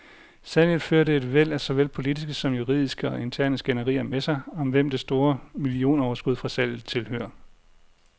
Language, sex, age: Danish, male, 40